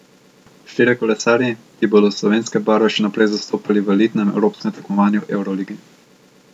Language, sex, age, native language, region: Slovenian, male, 18-29, Slovenian, Central Slovenia